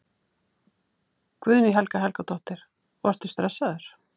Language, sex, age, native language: Icelandic, female, 50-59, Icelandic